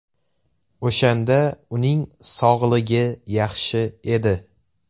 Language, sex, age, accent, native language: Uzbek, male, 18-24, Toshkent viloyati, Uzbek